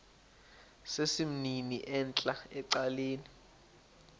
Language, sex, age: Xhosa, male, 21